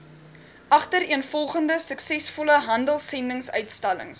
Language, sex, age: Afrikaans, female, 21